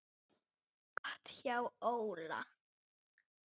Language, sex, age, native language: Icelandic, male, 9, Icelandic